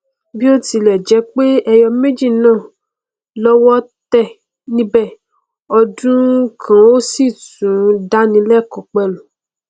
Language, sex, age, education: Yoruba, female, 15-29, tertiary